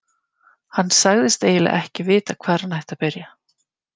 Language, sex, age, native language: Icelandic, female, 50-59, Icelandic